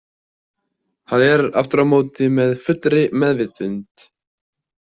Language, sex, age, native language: Icelandic, male, 20-29, Icelandic